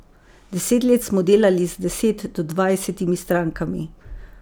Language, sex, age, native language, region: Slovenian, female, 50-59, Slovenian, Savinja region